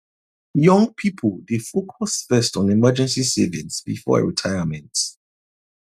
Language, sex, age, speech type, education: Nigerian Pidgin, male, 30-45, spontaneous, tertiary